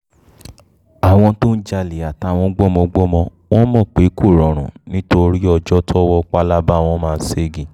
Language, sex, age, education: Yoruba, male, 15-29, tertiary